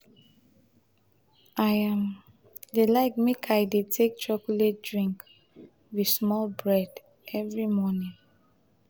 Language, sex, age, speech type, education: Nigerian Pidgin, female, 30-45, spontaneous, tertiary